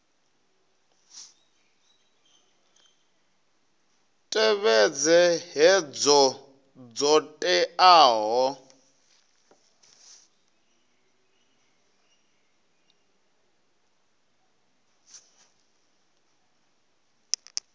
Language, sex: Venda, male